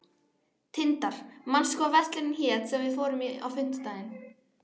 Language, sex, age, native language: Icelandic, female, 12, Icelandic